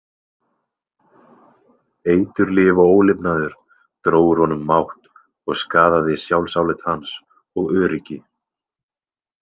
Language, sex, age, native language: Icelandic, male, 20-29, Icelandic